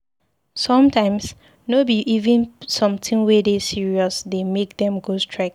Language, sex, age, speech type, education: Nigerian Pidgin, female, 15-29, read, secondary